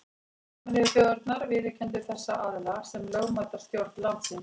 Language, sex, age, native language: Icelandic, female, 40-49, Icelandic